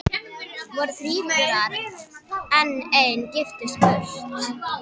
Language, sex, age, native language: Icelandic, female, 11, Icelandic